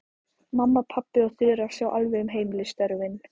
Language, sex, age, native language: Icelandic, female, 14, Icelandic